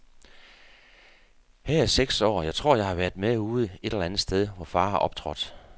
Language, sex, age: Danish, male, 48